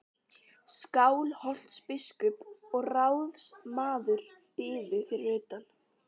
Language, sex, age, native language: Icelandic, female, 12, Icelandic